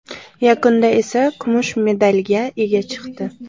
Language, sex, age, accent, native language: Uzbek, female, 18-24, Samarqand, Uzbek